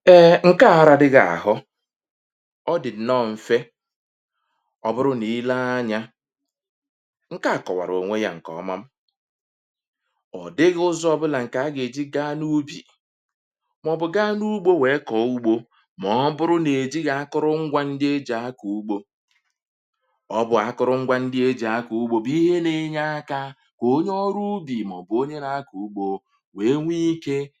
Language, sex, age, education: Igbo, male, 30-45, tertiary